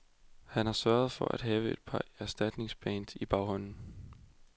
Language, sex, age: Danish, male, 20